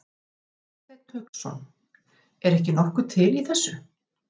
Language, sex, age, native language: Icelandic, female, 50-59, Icelandic